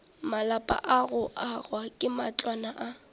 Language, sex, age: Northern Sotho, female, 18